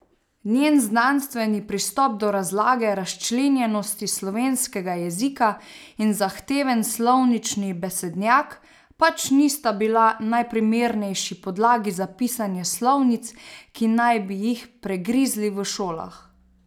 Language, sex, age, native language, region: Slovenian, female, 30-49, Slovenian, Savinja region